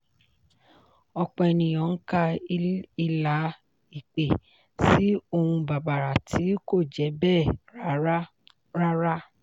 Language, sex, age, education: Yoruba, female, 15-29, tertiary